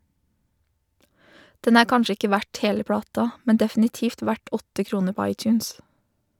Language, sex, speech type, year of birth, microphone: Norwegian, female, read, 1987, Shure